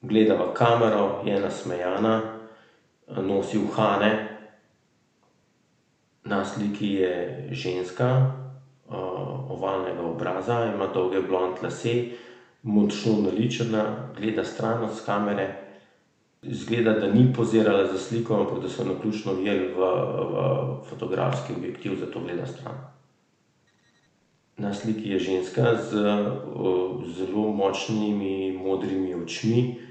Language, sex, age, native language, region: Slovenian, male, 30-49, Slovenian, Central Slovenia